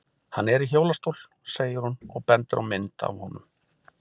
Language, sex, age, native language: Icelandic, male, 40-49, Icelandic